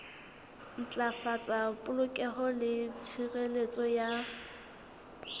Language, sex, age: Southern Sotho, female, 19